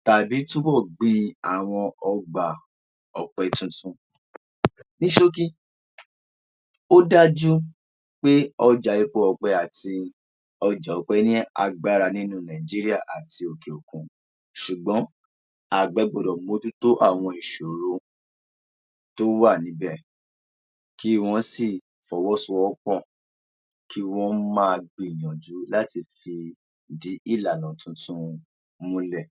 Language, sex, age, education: Yoruba, male, 46-60, tertiary